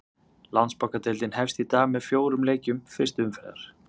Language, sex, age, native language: Icelandic, male, 30-39, Icelandic